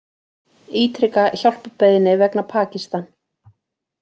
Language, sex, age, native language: Icelandic, female, 40-49, Icelandic